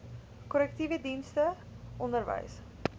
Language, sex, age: Afrikaans, female, 19